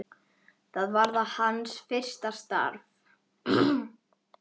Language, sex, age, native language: Icelandic, female, 10, Icelandic